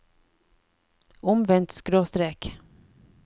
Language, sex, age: Norwegian, female, 49